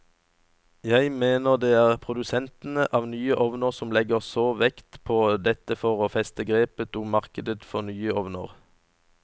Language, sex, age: Norwegian, male, 37